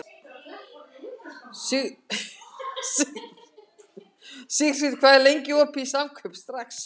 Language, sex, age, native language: Icelandic, female, 60-69, Icelandic